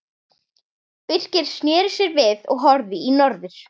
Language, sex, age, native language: Icelandic, female, 11, Icelandic